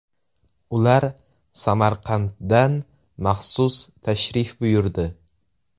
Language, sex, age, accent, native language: Uzbek, male, 18-24, Toshkent viloyati, Uzbek